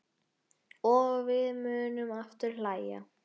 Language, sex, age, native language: Icelandic, male, 6, Icelandic